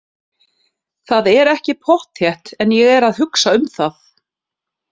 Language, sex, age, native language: Icelandic, female, 30-39, Icelandic